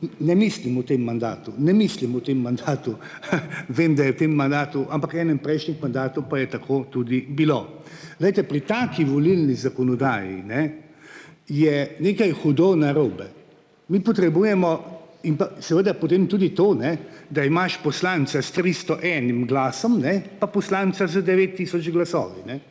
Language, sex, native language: Slovenian, male, Slovenian